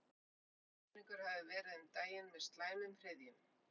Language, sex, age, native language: Icelandic, female, 50-59, Icelandic